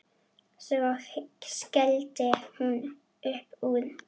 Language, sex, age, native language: Icelandic, female, 9, Icelandic